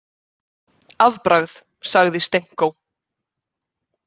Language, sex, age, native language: Icelandic, female, 30-39, Icelandic